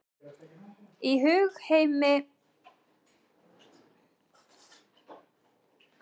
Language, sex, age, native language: Icelandic, female, 30-39, Icelandic